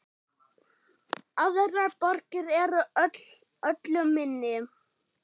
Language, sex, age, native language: Icelandic, female, 8, German